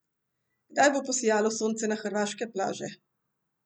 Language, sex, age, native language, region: Slovenian, female, 50-59, Slovenian, Central Slovenia